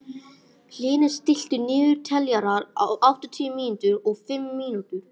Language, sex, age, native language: Icelandic, male, 18-19, English